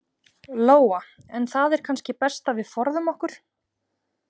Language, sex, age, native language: Icelandic, female, 20-29, Icelandic